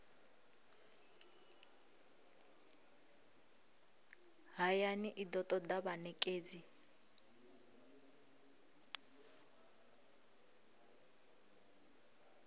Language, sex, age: Venda, female, 20